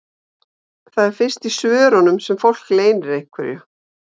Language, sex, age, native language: Icelandic, female, 50-59, Icelandic